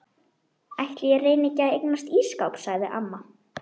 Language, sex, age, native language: Icelandic, female, 12, Icelandic